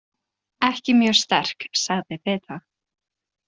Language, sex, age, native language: Icelandic, female, 20-29, Icelandic